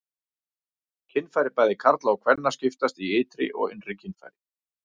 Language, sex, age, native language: Icelandic, male, 40-49, Icelandic